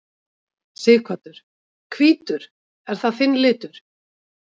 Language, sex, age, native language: Icelandic, female, 50-59, Icelandic